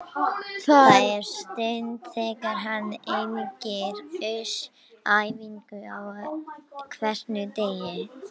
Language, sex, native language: Icelandic, male, Icelandic